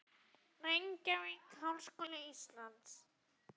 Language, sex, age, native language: Icelandic, female, 18-19, Icelandic